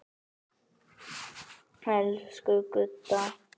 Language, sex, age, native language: Icelandic, female, 9, Icelandic